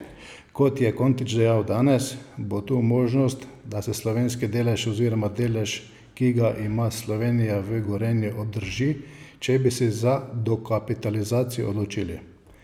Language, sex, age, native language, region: Slovenian, male, 50-59, Slovenian, Savinja region